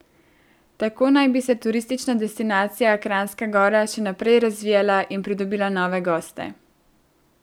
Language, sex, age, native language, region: Slovenian, female, 18-29, Slovenian, Central Slovenia